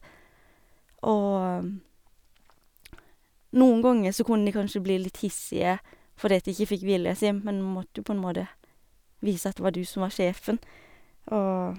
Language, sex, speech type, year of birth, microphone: Norwegian, female, spontaneous, 1991, Sennheiser